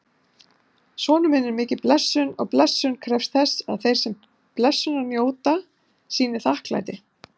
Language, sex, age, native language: Icelandic, female, 50-59, Icelandic